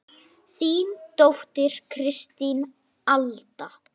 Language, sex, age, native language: Icelandic, female, 9, Icelandic